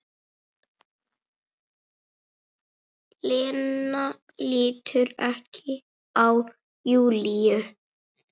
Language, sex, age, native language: Icelandic, female, 6, Icelandic